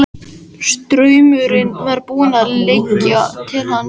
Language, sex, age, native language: Icelandic, male, 13, Icelandic